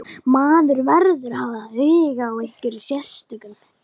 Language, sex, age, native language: Icelandic, other, 12, Icelandic